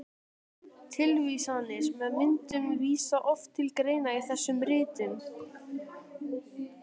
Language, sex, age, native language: Icelandic, male, 12, Icelandic